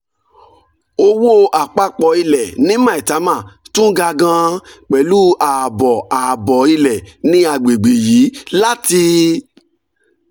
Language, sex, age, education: Yoruba, male, 46-60, tertiary